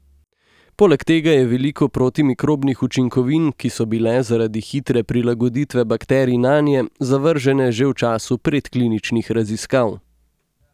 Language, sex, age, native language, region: Slovenian, male, 18-29, Slovenian, Gorenjska region